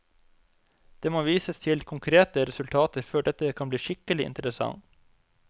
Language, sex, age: Norwegian, male, 25